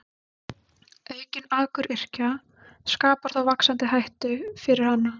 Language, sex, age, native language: Icelandic, female, 20-29, Icelandic